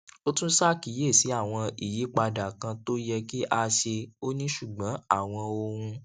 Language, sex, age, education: Yoruba, male, 15-29, tertiary